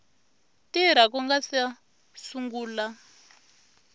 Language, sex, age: Tsonga, female, 23